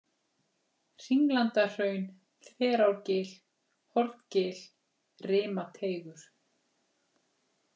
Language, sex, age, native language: Icelandic, female, 40-49, Icelandic